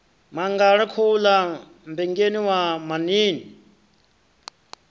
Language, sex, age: Venda, male, 33